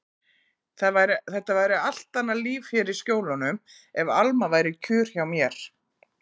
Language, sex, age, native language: Icelandic, female, 40-49, Icelandic